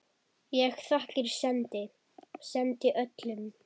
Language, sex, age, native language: Icelandic, female, 10, Icelandic